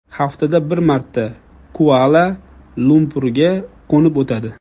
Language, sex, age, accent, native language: Uzbek, male, 25-34, Jizzax, Uzbek